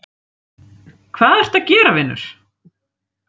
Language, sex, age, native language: Icelandic, female, 30-39, Icelandic